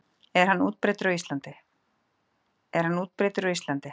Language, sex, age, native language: Icelandic, female, 40-49, Icelandic